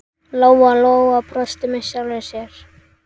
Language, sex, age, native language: Icelandic, male, 10, Icelandic